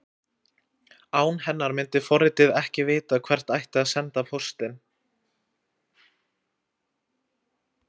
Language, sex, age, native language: Icelandic, male, 20-29, Icelandic